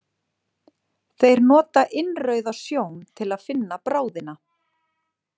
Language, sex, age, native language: Icelandic, female, 40-49, Icelandic